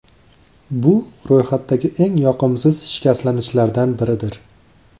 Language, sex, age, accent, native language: Uzbek, male, 25-34, Andijon, Uzbek